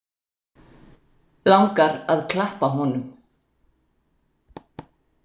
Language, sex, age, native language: Icelandic, female, 60-69, Icelandic